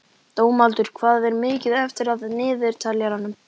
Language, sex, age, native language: Icelandic, male, 11, Icelandic